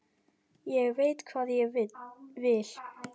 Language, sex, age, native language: Icelandic, male, 10, Icelandic